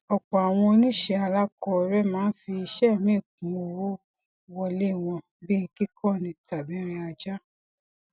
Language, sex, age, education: Yoruba, female, 46-60, tertiary